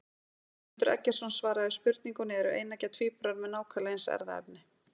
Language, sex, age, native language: Icelandic, female, 40-49, Icelandic